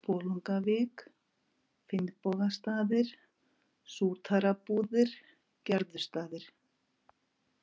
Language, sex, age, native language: Icelandic, female, 50-59, Icelandic